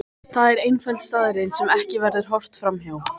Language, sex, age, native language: Icelandic, female, 13, Icelandic